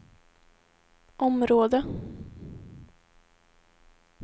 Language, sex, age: Swedish, female, 18